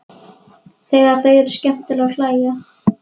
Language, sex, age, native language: Icelandic, female, 11, Icelandic